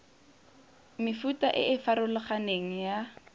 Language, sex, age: Tswana, female, 18